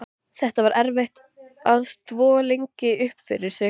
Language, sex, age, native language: Icelandic, female, 13, Icelandic